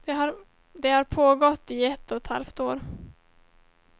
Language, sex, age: Swedish, female, 17